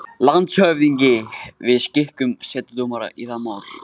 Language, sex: Icelandic, male